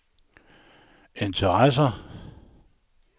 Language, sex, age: Danish, male, 69